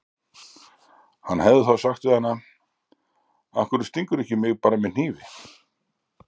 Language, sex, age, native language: Icelandic, male, 60-69, Icelandic